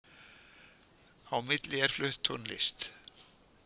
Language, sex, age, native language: Icelandic, male, 70-79, Icelandic